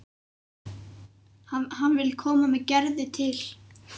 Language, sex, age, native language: Icelandic, male, 11, Icelandic